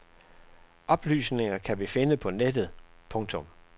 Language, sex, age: Danish, male, 67